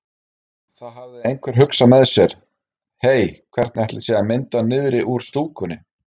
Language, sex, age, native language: Icelandic, male, 30-39, Icelandic